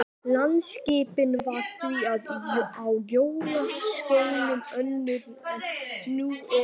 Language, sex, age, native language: Icelandic, male, 11, Icelandic